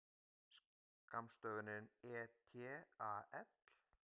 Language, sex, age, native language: Icelandic, male, 50-59, Icelandic